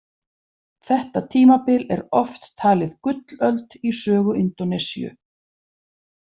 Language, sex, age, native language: Icelandic, female, 40-49, Icelandic